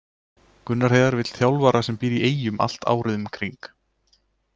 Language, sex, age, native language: Icelandic, male, 20-29, Icelandic